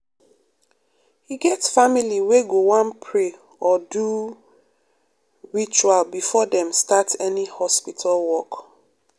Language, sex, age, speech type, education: Nigerian Pidgin, female, 30-45, spontaneous, tertiary